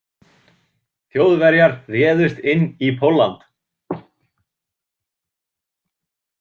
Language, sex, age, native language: Icelandic, male, 20-29, Icelandic